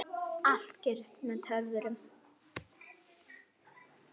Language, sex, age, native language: Icelandic, female, 8, Icelandic